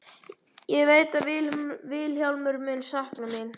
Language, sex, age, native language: Icelandic, male, 12, Icelandic